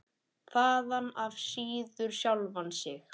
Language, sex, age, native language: Icelandic, male, 10, Icelandic